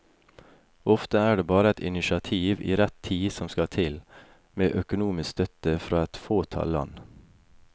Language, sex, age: Norwegian, male, 28